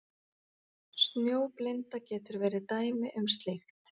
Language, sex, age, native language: Icelandic, female, 40-49, Icelandic